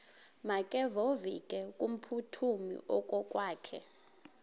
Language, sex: Xhosa, female